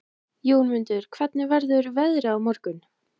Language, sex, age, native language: Icelandic, female, 20-29, Icelandic